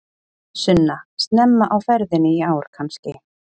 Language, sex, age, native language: Icelandic, female, 30-39, Icelandic